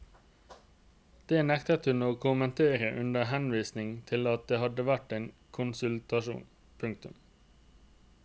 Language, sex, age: Norwegian, male, 29